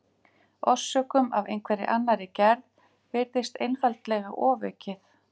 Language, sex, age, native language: Icelandic, female, 50-59, Icelandic